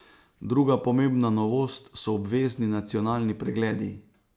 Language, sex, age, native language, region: Slovenian, male, 30-49, Slovenian, Savinja region